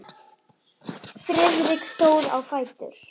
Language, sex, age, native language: Icelandic, female, 9, Icelandic